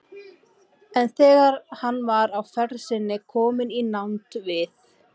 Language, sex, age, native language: Icelandic, female, 18-19, Icelandic